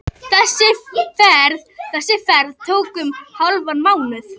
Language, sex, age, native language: Icelandic, female, 11, Icelandic